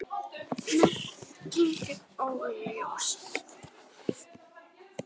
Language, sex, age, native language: Icelandic, female, 9, Icelandic